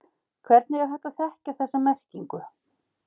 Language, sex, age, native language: Icelandic, female, 50-59, Icelandic